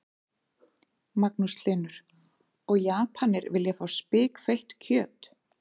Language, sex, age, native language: Icelandic, female, 30-39, Icelandic